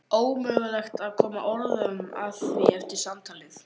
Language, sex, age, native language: Icelandic, male, 11, Icelandic